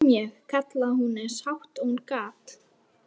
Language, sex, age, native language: Icelandic, female, 12, Icelandic